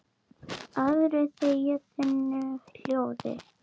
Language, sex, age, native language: Icelandic, female, 7, Icelandic